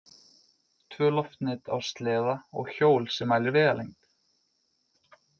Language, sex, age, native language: Icelandic, male, 20-29, Icelandic